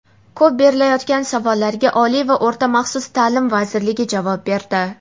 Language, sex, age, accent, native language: Uzbek, female, 18-24, Namangan, Uzbek